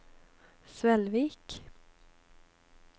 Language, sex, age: Norwegian, female, 25